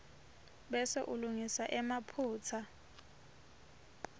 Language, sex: Swati, female